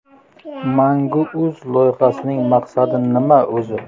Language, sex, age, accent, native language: Uzbek, male, 25-34, Surxondaryo, Uzbek